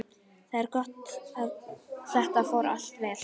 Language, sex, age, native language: Icelandic, female, 11, Icelandic